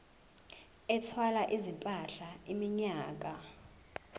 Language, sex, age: Zulu, female, 18